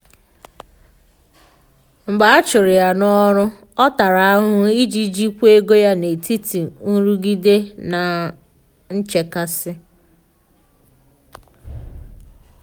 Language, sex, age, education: Igbo, female, 15-29, tertiary